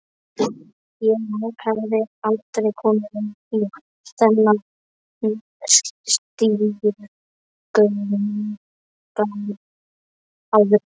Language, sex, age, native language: Icelandic, male, 12, Icelandic